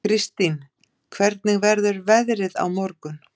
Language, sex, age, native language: Icelandic, female, 50-59, Icelandic